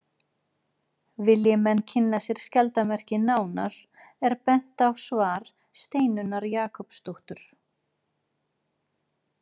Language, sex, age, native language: Icelandic, female, 40-49, Icelandic